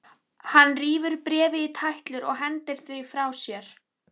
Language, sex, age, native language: Icelandic, female, 11, Icelandic